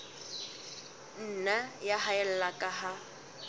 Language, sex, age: Southern Sotho, female, 19